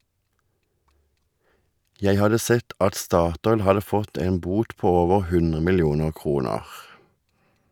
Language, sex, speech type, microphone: Norwegian, male, read, Shure